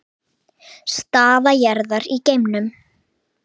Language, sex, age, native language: Icelandic, female, 8, Icelandic